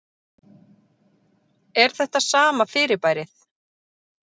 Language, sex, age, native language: Icelandic, female, 30-39, Icelandic